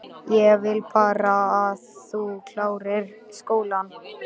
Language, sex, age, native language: Icelandic, male, 13, Icelandic